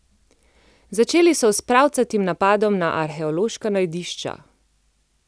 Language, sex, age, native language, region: Slovenian, female, 30-49, Slovenian, Central Slovenia